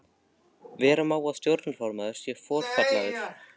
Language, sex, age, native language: Icelandic, male, 14, Icelandic